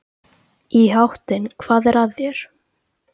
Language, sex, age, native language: Icelandic, male, 13, Icelandic